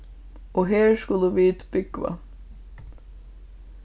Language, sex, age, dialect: Faroese, female, 15-35, Suðurstreymoy